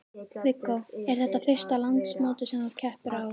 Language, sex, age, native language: Icelandic, female, 13, Icelandic